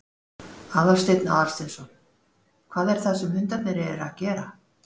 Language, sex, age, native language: Icelandic, female, 40-49, Icelandic